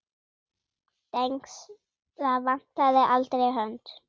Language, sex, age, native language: Icelandic, female, 8, Icelandic